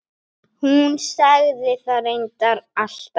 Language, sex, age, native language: Icelandic, female, 8, Icelandic